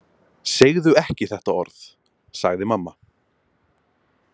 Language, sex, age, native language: Icelandic, male, 20-29, Icelandic